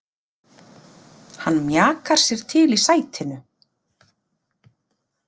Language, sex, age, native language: Icelandic, female, 40-49, Icelandic